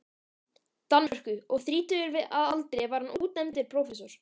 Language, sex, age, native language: Icelandic, male, 13, Icelandic